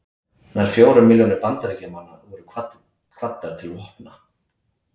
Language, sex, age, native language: Icelandic, male, 30-39, Icelandic